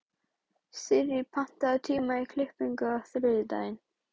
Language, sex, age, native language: Icelandic, female, 12, Icelandic